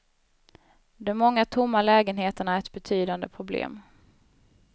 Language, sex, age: Swedish, female, 19